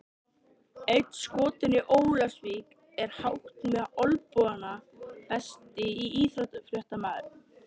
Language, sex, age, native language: Icelandic, male, 13, Icelandic